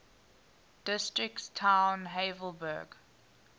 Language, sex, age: English, female, 19